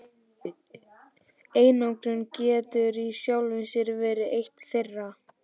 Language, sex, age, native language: Icelandic, male, 12, Icelandic